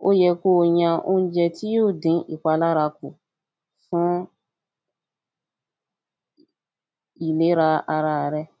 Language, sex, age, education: Yoruba, female, 15-29, tertiary